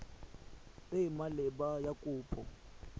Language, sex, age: Tswana, male, 23